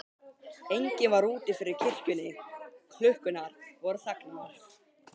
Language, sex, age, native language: Icelandic, male, 12, Icelandic